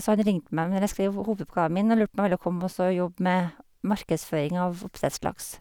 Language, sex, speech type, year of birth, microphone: Norwegian, female, spontaneous, 1958, Sennheiser